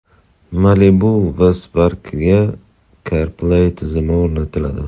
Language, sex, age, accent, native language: Uzbek, male, 30-39, Toshkent shahri, Uzbek